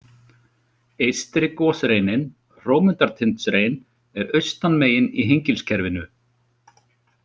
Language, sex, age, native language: Icelandic, male, 40-49, Icelandic